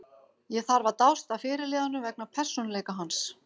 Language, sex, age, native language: Icelandic, female, 50-59, Icelandic